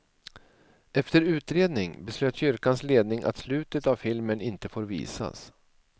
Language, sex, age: Swedish, male, 47